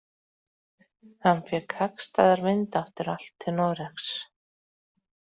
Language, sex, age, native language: Icelandic, female, 40-49, Icelandic